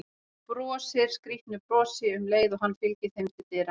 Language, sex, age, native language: Icelandic, female, 40-49, Icelandic